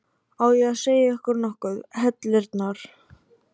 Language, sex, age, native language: Icelandic, male, 12, Icelandic